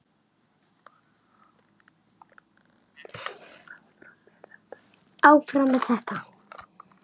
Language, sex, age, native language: Icelandic, male, 6, Icelandic